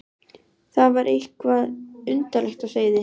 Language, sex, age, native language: Icelandic, female, 12, Icelandic